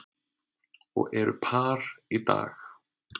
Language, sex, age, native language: Icelandic, male, 30-39, Icelandic